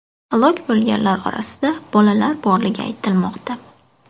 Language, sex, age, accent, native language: Uzbek, female, 18-24, Buxoro, Uzbek